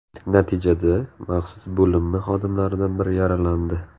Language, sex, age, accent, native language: Uzbek, male, 18-24, Navoiy, Uzbek